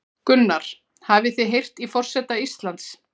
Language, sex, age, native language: Icelandic, female, 40-49, Icelandic